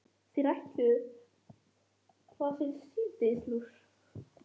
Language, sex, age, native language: Icelandic, male, 10, Icelandic